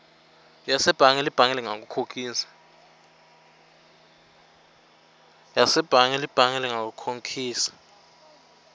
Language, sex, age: Swati, male, 21